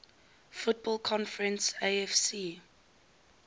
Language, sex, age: English, female, 19